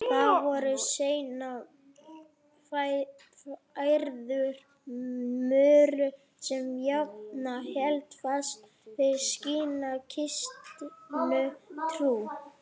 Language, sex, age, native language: Icelandic, female, 40-49, Icelandic